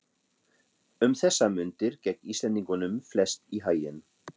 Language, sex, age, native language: Icelandic, male, 40-49, German